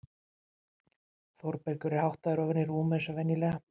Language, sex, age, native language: Icelandic, female, 50-59, Icelandic